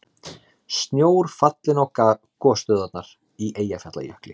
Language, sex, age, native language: Icelandic, male, 30-39, Icelandic